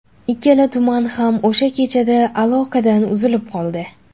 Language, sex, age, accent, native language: Uzbek, female, under 19, Jizzax, Uzbek